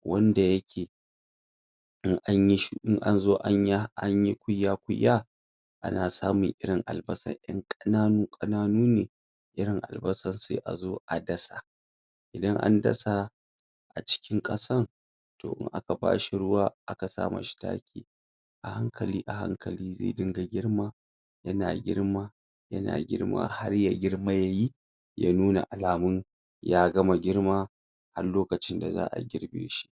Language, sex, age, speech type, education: Hausa, female, 60+, spontaneous, secondary